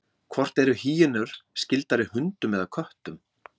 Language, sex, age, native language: Icelandic, male, 40-49, Icelandic